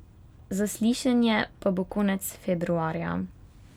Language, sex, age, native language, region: Slovenian, female, 18-29, Slovenian, Pomurje region